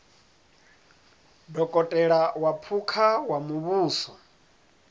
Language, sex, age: Venda, male, 30